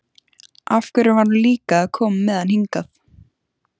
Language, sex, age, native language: Icelandic, female, 14, Icelandic